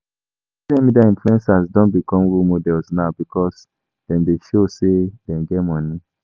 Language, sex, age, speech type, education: Nigerian Pidgin, male, 15-29, spontaneous, tertiary